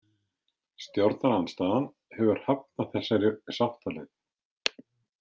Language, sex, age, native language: Icelandic, male, 50-59, Icelandic